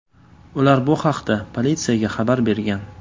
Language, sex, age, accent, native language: Uzbek, male, 18-24, Toshkent shahri, Uzbek